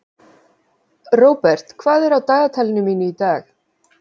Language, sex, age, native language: Icelandic, female, 40-49, Icelandic